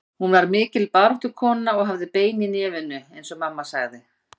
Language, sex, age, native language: Icelandic, female, 50-59, Icelandic